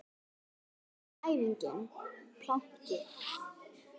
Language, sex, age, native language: Icelandic, female, 10, Icelandic